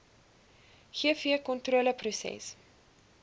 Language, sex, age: Afrikaans, female, 20